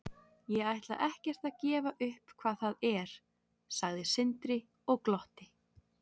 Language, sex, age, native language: Icelandic, female, 30-39, Icelandic